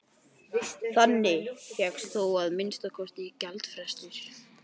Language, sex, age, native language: Icelandic, male, 12, Icelandic